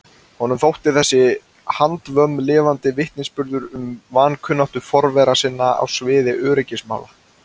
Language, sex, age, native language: Icelandic, male, 20-29, Icelandic